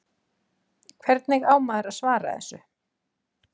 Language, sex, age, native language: Icelandic, female, 40-49, Icelandic